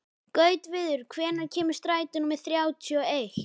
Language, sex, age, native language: Icelandic, female, 11, Icelandic